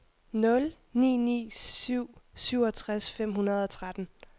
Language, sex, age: Danish, female, 21